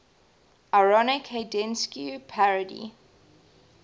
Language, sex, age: English, female, 20